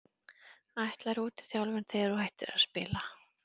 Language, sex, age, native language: Icelandic, female, 30-39, Icelandic